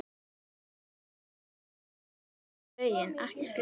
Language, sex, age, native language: Icelandic, female, 10, Icelandic